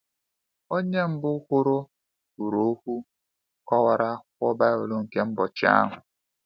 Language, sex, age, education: Igbo, male, 15-29, tertiary